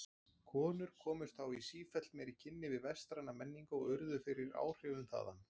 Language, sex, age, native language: Icelandic, male, 40-49, Icelandic